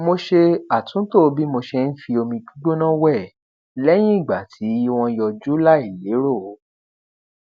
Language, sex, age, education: Yoruba, male, 15-29, tertiary